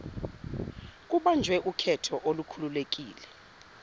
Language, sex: Zulu, female